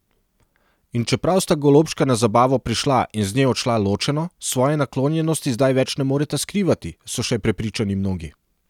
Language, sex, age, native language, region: Slovenian, male, 30-49, Serbian, Central Slovenia